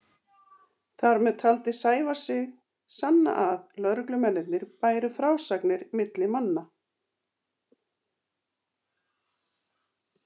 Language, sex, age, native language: Icelandic, female, 50-59, Icelandic